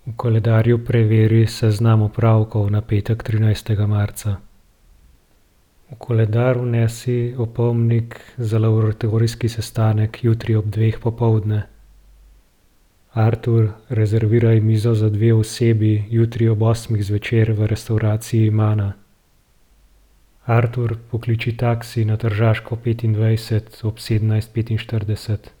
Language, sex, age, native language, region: Slovenian, male, 30-49, Slovenian, Gorenjska region